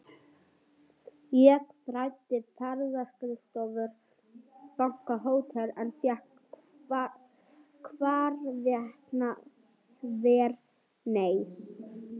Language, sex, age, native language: Icelandic, female, 18-19, Swedish